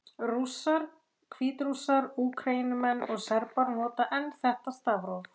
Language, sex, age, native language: Icelandic, female, 40-49, Icelandic